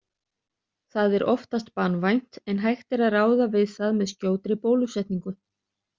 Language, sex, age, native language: Icelandic, other, 30-39, Icelandic